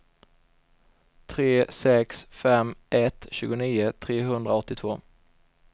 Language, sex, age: Swedish, male, 21